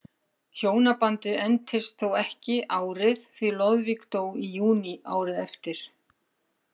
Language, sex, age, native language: Icelandic, female, 50-59, Icelandic